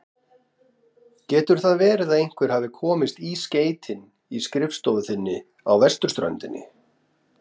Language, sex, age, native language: Icelandic, female, 30-39, Icelandic